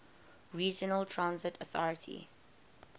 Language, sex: English, female